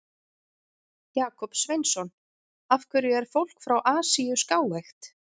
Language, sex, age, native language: Icelandic, female, 40-49, Icelandic